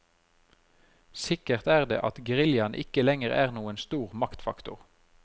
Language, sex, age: Norwegian, male, 33